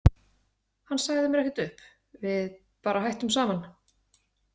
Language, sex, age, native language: Icelandic, female, 30-39, Icelandic